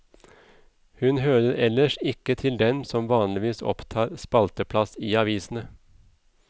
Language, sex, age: Norwegian, male, 37